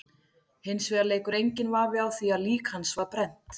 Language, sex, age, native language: Icelandic, female, 40-49, Icelandic